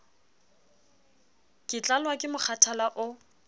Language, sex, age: Southern Sotho, female, 29